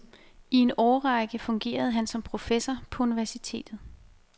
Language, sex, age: Danish, female, 28